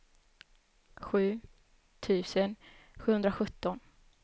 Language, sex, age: Swedish, female, 21